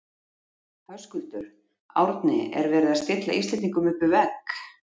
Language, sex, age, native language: Icelandic, female, 50-59, Icelandic